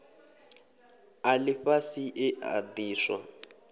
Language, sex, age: Venda, male, 23